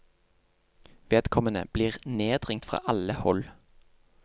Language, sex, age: Norwegian, male, 28